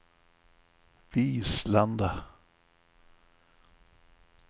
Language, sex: Swedish, male